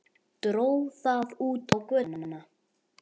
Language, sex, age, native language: Icelandic, male, 10, Icelandic